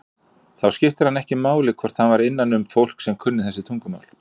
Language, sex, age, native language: Icelandic, male, 40-49, Icelandic